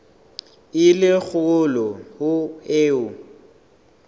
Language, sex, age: Southern Sotho, male, 18